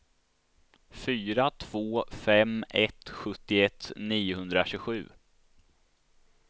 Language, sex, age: Swedish, male, 16